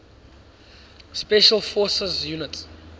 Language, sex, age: English, male, 19